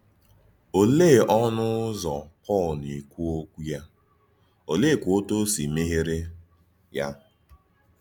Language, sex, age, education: Igbo, male, 15-29, tertiary